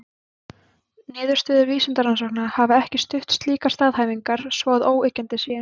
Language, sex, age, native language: Icelandic, female, 20-29, Icelandic